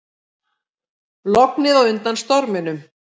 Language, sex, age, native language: Icelandic, female, 50-59, Icelandic